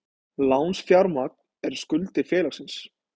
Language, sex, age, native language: Icelandic, male, 20-29, Icelandic